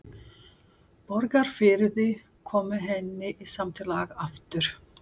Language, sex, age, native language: Icelandic, female, 40-49, Portuguese